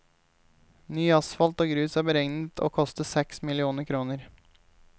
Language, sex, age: Norwegian, male, 28